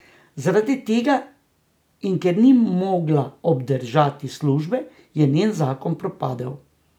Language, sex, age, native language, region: Slovenian, male, 60+, Slovenian, Drava region